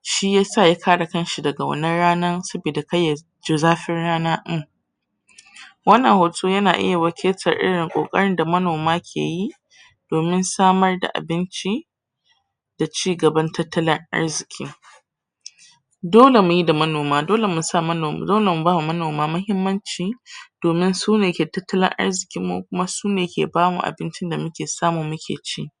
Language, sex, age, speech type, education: Hausa, female, 30-45, spontaneous, tertiary